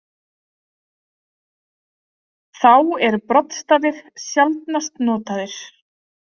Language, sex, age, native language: Icelandic, female, 30-39, Icelandic